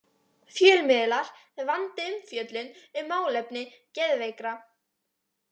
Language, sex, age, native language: Icelandic, female, 18-19, Icelandic